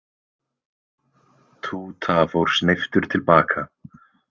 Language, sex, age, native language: Icelandic, male, 20-29, Icelandic